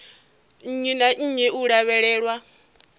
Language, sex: Venda, female